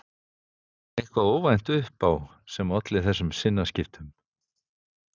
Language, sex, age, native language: Icelandic, male, 50-59, Icelandic